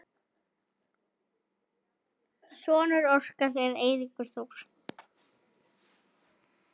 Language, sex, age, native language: Icelandic, female, 7, Icelandic